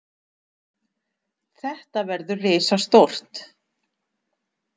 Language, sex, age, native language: Icelandic, female, 60-69, Icelandic